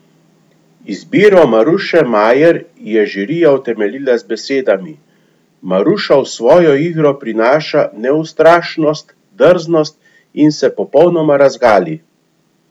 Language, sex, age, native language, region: Slovenian, male, 50-59, Slovenian, Gorenjska region